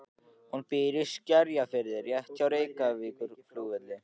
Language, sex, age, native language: Icelandic, male, 14, Icelandic